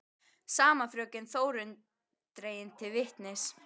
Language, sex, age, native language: Icelandic, female, 12, Icelandic